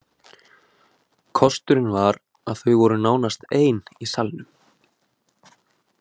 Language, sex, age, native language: Icelandic, male, 20-29, Icelandic